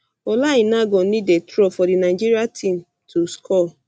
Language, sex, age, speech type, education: Nigerian Pidgin, female, 15-29, spontaneous, tertiary